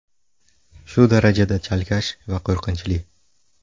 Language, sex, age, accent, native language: Uzbek, male, 18-24, Buxoro, Uzbek